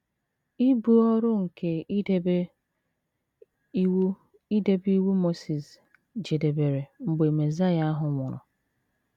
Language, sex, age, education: Igbo, female, 30-45, tertiary